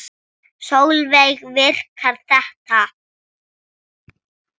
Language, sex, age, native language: Icelandic, female, 6, Icelandic